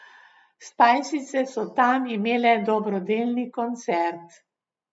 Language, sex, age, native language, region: Slovenian, female, 60+, Slovenian, Gorenjska region